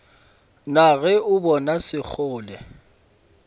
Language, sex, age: Northern Sotho, male, 26